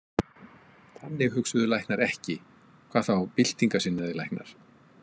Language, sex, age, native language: Icelandic, male, 50-59, Icelandic